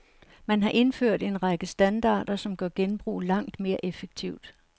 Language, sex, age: Danish, female, 69